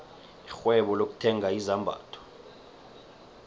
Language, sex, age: South Ndebele, male, 23